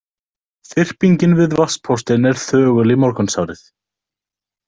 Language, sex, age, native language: Icelandic, male, 18-19, Icelandic